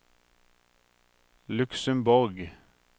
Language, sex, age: Norwegian, male, 43